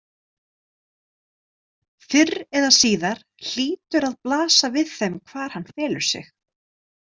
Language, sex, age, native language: Icelandic, female, 30-39, Icelandic